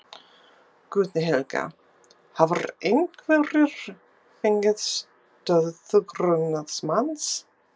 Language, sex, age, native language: Icelandic, female, 50-59, English